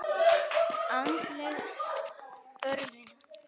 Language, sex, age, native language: Icelandic, male, 9, Icelandic